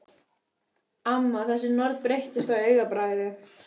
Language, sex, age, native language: Icelandic, female, 11, Icelandic